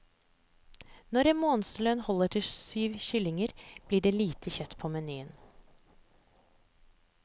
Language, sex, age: Norwegian, female, 30